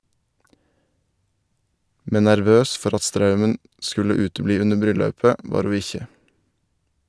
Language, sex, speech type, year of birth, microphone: Norwegian, male, read, 1990, Shure